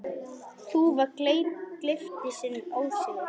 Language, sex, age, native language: Icelandic, female, 10, Icelandic